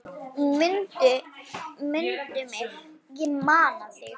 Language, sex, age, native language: Icelandic, female, 9, Icelandic